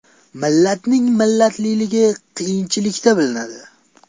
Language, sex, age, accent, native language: Uzbek, male, 18-24, Sirdaryo, Uzbek